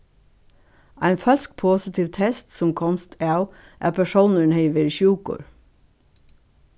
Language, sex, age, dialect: Faroese, female, 61+, Suðurstreymoy